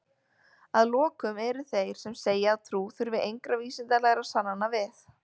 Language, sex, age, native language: Icelandic, female, 20-29, Icelandic